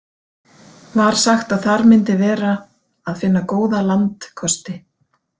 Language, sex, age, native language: Icelandic, female, 40-49, Icelandic